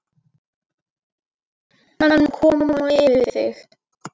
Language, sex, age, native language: Icelandic, female, 11, Icelandic